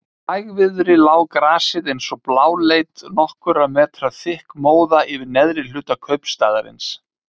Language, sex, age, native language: Icelandic, male, 30-39, Icelandic